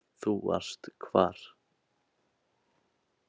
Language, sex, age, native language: Icelandic, male, 18-19, Icelandic